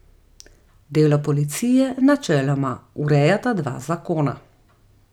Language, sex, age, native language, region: Slovenian, female, 30-49, Slovenian, Gorica region